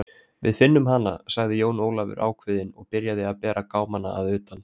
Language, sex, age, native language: Icelandic, male, 20-29, Icelandic